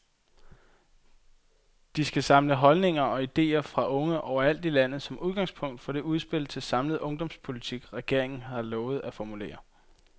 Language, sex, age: Danish, male, 22